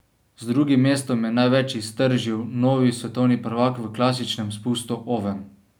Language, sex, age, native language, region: Slovenian, male, 18-29, Slovenian, Savinja region